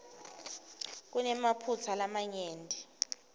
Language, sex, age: Swati, female, 19